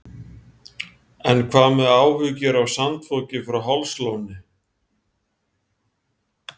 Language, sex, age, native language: Icelandic, male, 40-49, Icelandic